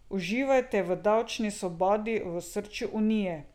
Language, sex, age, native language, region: Slovenian, female, 50-59, Slovenian, Drava region